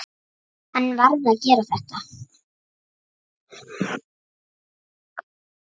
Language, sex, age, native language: Icelandic, female, 9, Icelandic